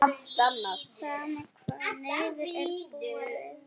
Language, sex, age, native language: Icelandic, female, 8, Icelandic